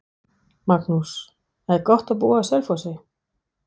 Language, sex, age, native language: Icelandic, female, 60-69, Danish